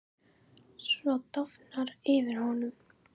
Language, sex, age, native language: Icelandic, female, 10, Icelandic